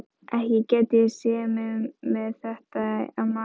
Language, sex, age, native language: Icelandic, female, 11, Icelandic